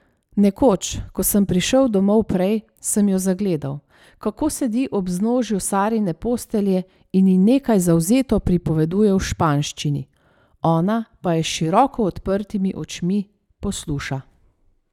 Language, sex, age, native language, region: Slovenian, female, 30-49, Slovenian, Savinja region